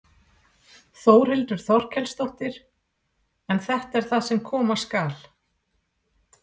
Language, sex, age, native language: Icelandic, female, 40-49, Icelandic